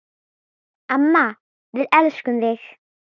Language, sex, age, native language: Icelandic, female, 10, Icelandic